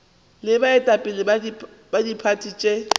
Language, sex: Northern Sotho, female